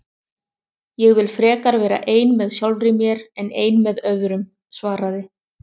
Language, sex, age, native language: Icelandic, other, 30-39, Icelandic